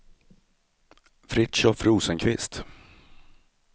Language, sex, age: Swedish, male, 35